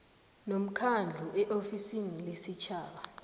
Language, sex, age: South Ndebele, female, 19